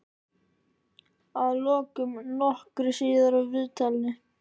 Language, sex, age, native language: Icelandic, male, 13, Icelandic